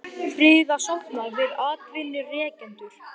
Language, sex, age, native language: Icelandic, male, 18-19, Icelandic